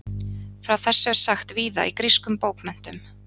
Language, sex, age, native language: Icelandic, female, 30-39, Icelandic